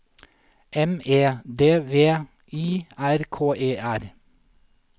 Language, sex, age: Norwegian, male, 47